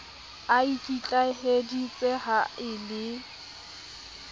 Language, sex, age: Southern Sotho, female, 25